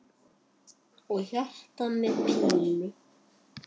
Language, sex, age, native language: Icelandic, male, 8, Icelandic